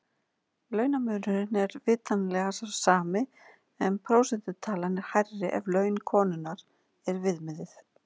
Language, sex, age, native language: Icelandic, female, 40-49, Icelandic